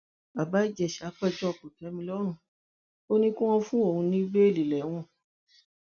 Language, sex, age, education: Yoruba, female, 60+, tertiary